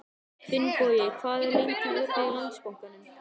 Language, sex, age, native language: Icelandic, male, 18-19, Icelandic